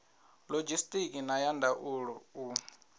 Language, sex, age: Venda, male, 22